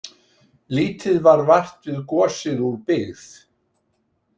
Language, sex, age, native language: Icelandic, male, 60-69, Icelandic